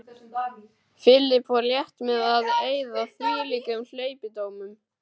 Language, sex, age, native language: Icelandic, male, 12, Icelandic